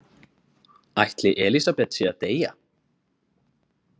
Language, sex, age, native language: Icelandic, male, 20-29, Icelandic